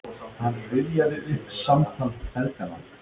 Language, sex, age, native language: Icelandic, male, 30-39, Icelandic